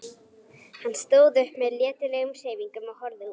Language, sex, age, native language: Icelandic, female, 11, Icelandic